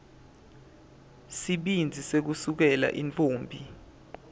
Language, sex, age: Swati, male, 20